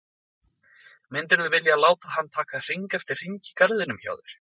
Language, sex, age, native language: Icelandic, male, 20-29, Icelandic